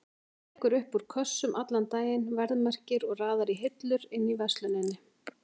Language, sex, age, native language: Icelandic, female, 40-49, Icelandic